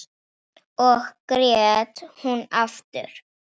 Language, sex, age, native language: Icelandic, female, 9, Icelandic